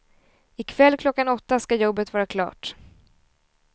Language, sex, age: Swedish, female, 20